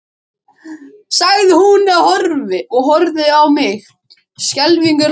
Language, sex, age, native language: Icelandic, male, 13, Icelandic